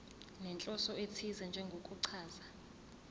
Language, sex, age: Zulu, female, 24